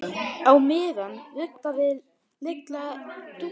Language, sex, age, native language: Icelandic, male, 9, Icelandic